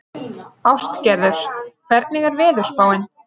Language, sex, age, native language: Icelandic, female, 30-39, Icelandic